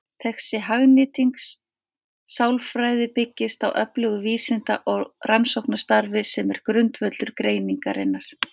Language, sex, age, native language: Icelandic, female, 50-59, Icelandic